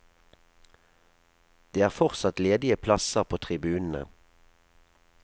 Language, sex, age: Norwegian, male, 37